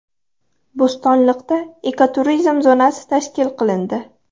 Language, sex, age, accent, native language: Uzbek, female, 12-17, Farg'ona, Uzbek